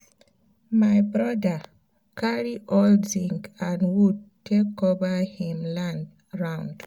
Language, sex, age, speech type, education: Nigerian Pidgin, female, 15-29, spontaneous, tertiary